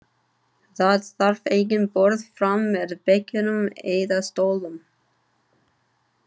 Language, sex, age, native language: Icelandic, female, 30-39, English